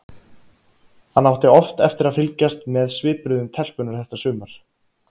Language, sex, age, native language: Icelandic, male, 30-39, Icelandic